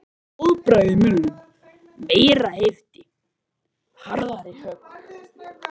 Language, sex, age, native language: Icelandic, male, 13, Icelandic